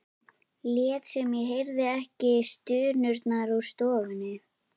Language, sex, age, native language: Icelandic, female, 13, Icelandic